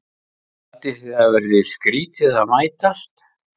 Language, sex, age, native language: Icelandic, male, 50-59, Icelandic